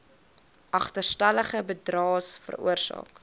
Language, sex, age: Afrikaans, female, 22